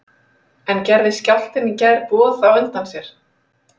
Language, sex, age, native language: Icelandic, female, 30-39, Icelandic